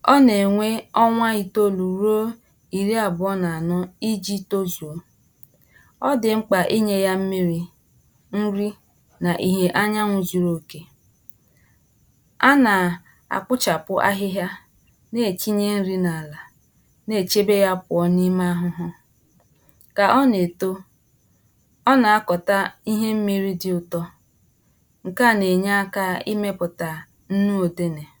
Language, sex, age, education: Igbo, female, 46-60, tertiary